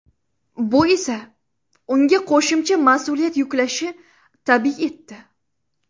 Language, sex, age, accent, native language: Uzbek, female, under 19, Samarqand, Uzbek